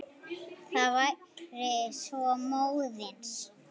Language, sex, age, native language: Icelandic, female, 8, Icelandic